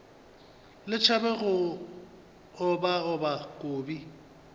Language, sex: Northern Sotho, male